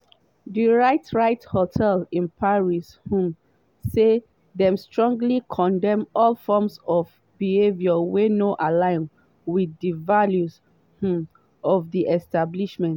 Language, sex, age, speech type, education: Nigerian Pidgin, female, 30-45, spontaneous, tertiary